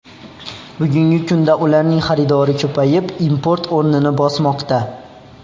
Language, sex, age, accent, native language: Uzbek, male, under 19, Xorazm, Uzbek